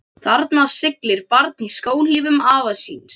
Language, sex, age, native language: Icelandic, other, 12, Icelandic